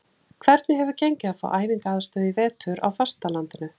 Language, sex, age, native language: Icelandic, female, 40-49, Icelandic